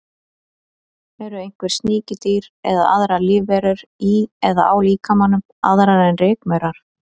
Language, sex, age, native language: Icelandic, female, 30-39, Icelandic